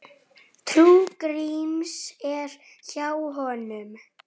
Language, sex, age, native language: Icelandic, female, 10, Icelandic